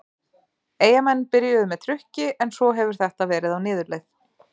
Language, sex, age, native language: Icelandic, female, 30-39, Icelandic